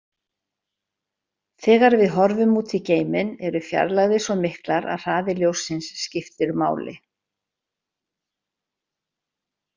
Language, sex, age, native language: Icelandic, female, 60-69, Icelandic